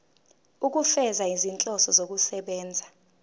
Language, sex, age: Zulu, female, 19